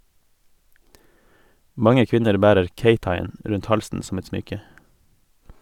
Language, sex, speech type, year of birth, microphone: Norwegian, male, read, 1988, Sennheiser